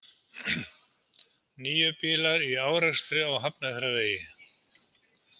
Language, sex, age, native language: Icelandic, male, 70-79, Icelandic